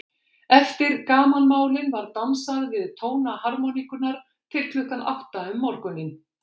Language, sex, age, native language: Icelandic, female, 60-69, Icelandic